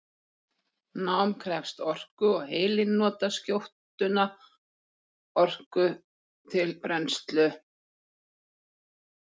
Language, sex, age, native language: Icelandic, female, 40-49, Icelandic